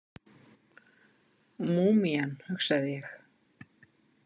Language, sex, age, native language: Icelandic, female, 50-59, Icelandic